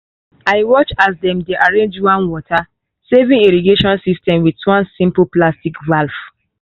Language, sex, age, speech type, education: Nigerian Pidgin, female, 15-29, spontaneous, tertiary